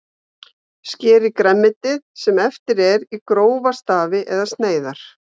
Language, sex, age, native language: Icelandic, female, 50-59, Icelandic